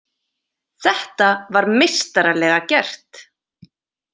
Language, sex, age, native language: Icelandic, female, 30-39, Icelandic